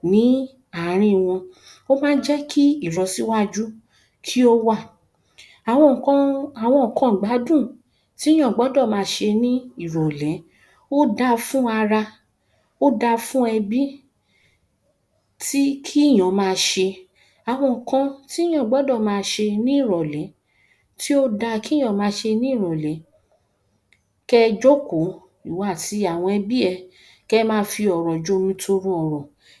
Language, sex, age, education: Yoruba, female, 30-45, primary